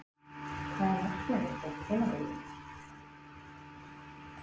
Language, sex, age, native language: Icelandic, female, 40-49, Icelandic